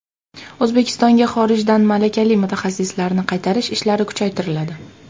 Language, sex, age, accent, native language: Uzbek, female, under 19, Toshkent shahri, Uzbek